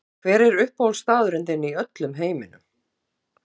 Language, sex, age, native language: Icelandic, female, 50-59, Icelandic